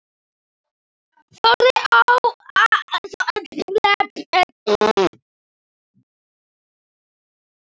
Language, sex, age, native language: Icelandic, male, 10, Icelandic